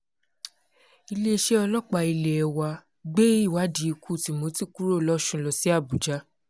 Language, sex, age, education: Yoruba, female, 15-29, tertiary